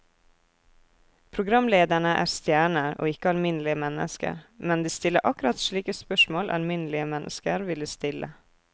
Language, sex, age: Norwegian, female, 24